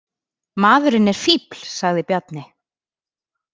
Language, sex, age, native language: Icelandic, female, 30-39, Icelandic